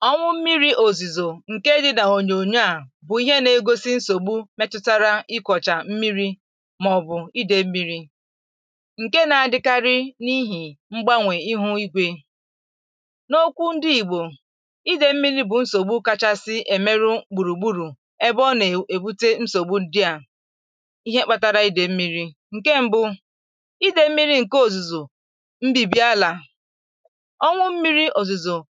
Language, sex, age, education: Igbo, female, 15-29, tertiary